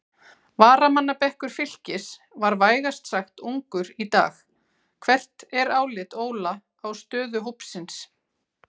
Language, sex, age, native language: Icelandic, female, 40-49, Icelandic